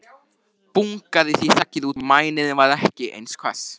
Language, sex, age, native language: Icelandic, male, 13, Icelandic